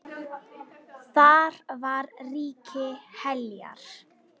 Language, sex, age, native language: Icelandic, female, 9, Icelandic